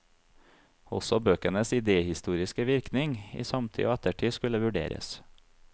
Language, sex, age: Norwegian, male, 30